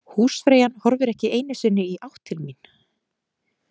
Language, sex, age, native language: Icelandic, female, 30-39, Icelandic